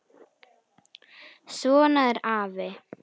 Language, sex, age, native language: Icelandic, female, 10, Icelandic